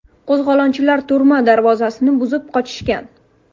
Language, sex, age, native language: Uzbek, female, 18-24, Uzbek